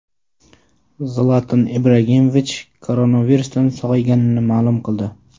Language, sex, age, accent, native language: Uzbek, male, 18-24, Surxondaryo, Uzbek